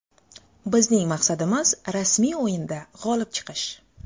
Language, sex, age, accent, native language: Uzbek, female, 25-34, Xorazm, Uzbek